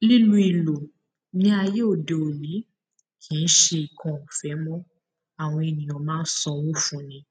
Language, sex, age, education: Yoruba, female, 15-29, secondary